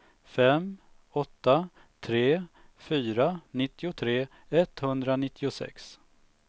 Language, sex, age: Swedish, male, 45